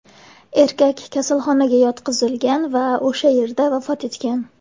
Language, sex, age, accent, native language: Uzbek, female, 19-29, Samarqand, Uzbek